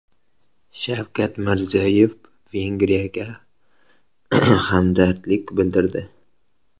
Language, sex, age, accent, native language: Uzbek, male, 18-24, Qoraqalpog'iston, Uzbek